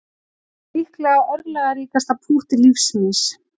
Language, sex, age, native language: Icelandic, female, 40-49, Icelandic